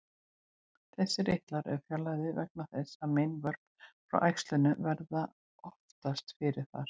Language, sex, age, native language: Icelandic, female, 60-69, Icelandic